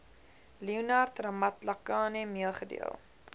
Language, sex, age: Afrikaans, female, 20